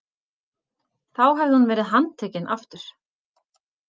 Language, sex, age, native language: Icelandic, female, 40-49, Icelandic